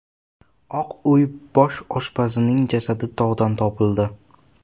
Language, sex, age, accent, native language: Uzbek, male, 12-17, Toshkent shahri, Uzbek